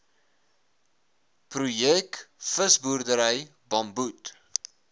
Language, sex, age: Afrikaans, male, 21